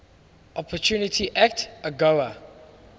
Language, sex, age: English, male, 19